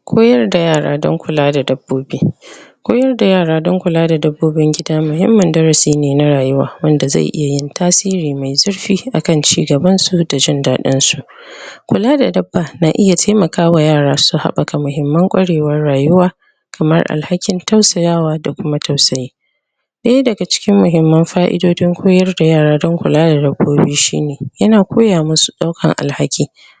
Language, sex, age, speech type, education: Hausa, female, 30-45, spontaneous, tertiary